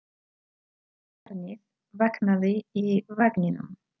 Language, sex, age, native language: Icelandic, female, 30-39, Polish